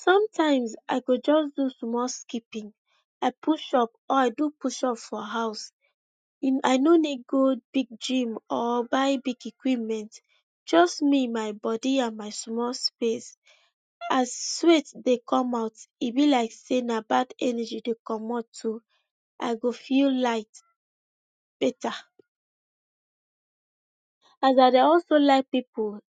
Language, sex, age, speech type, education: Nigerian Pidgin, female, 15-29, spontaneous, tertiary